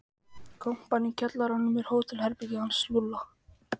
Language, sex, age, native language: Icelandic, male, 14, Icelandic